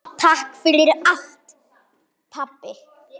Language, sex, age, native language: Icelandic, male, 9, Icelandic